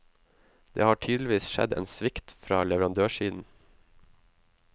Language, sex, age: Norwegian, male, 19